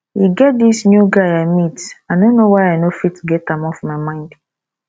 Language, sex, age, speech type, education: Nigerian Pidgin, female, 15-29, spontaneous, tertiary